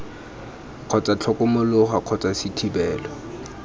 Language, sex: Tswana, male